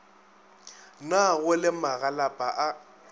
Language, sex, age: Northern Sotho, male, 22